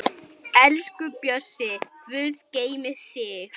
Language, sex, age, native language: Icelandic, male, 9, Icelandic